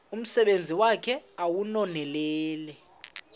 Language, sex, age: Xhosa, male, 35